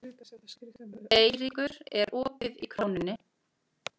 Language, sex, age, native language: Icelandic, female, 40-49, Icelandic